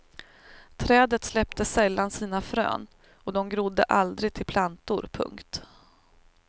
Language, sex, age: Swedish, female, 38